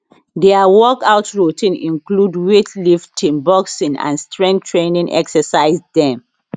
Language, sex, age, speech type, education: Nigerian Pidgin, female, 30-45, spontaneous, tertiary